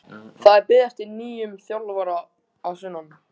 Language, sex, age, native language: Icelandic, male, 14, Icelandic